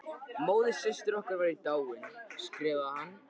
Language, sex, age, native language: Icelandic, male, 13, Icelandic